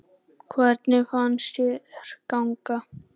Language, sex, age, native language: Icelandic, male, 10, Icelandic